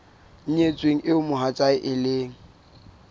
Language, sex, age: Southern Sotho, male, 22